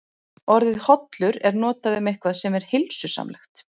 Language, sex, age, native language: Icelandic, female, 40-49, Icelandic